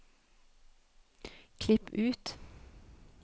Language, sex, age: Norwegian, female, 31